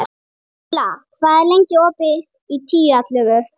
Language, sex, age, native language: Icelandic, female, 30-39, Icelandic